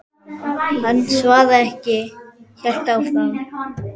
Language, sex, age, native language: Icelandic, female, 10, Icelandic